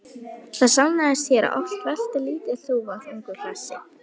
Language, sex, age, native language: Icelandic, female, 11, Icelandic